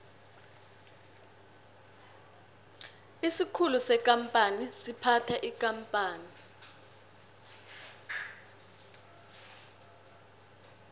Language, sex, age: South Ndebele, female, 21